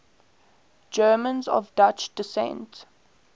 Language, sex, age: English, female, 18